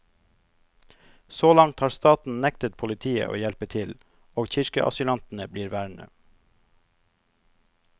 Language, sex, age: Norwegian, male, 42